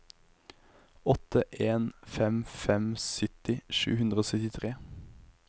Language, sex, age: Norwegian, male, 23